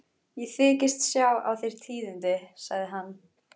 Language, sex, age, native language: Icelandic, female, 14, Icelandic